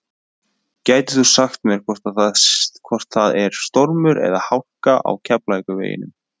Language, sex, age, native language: Icelandic, male, 20-29, Icelandic